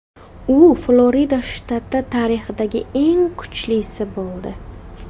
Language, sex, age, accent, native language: Uzbek, female, 18-24, Farg'ona, Uzbek